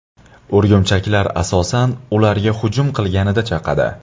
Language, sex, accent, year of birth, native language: Uzbek, male, Andijon, 1999, Uzbek